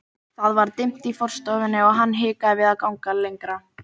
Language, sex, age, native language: Icelandic, female, 18-19, Icelandic